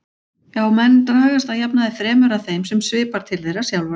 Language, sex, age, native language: Icelandic, female, 40-49, Icelandic